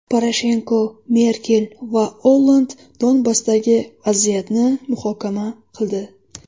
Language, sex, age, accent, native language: Uzbek, female, 25-34, Qashqadaryo, Uzbek